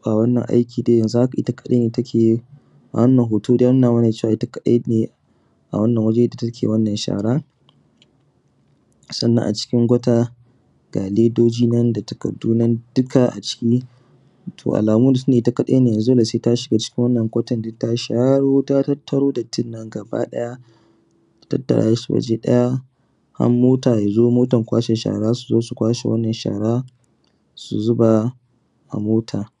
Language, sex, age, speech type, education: Hausa, male, 30-45, spontaneous, secondary